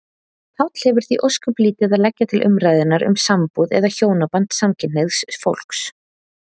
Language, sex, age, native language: Icelandic, female, 30-39, Icelandic